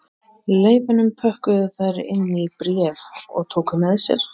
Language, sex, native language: Icelandic, male, Icelandic